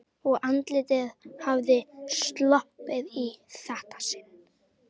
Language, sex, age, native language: Icelandic, female, 11, Icelandic